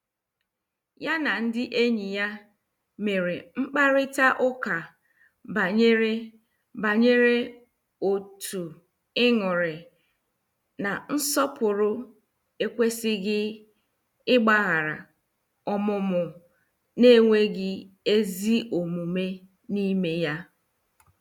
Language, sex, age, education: Igbo, female, 30-45, tertiary